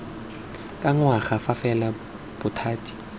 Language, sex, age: Tswana, male, 21